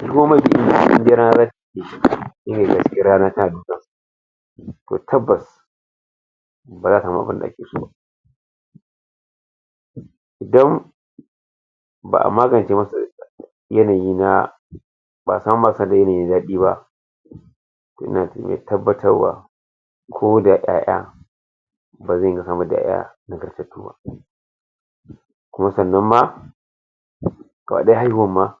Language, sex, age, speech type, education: Hausa, male, 60+, spontaneous, tertiary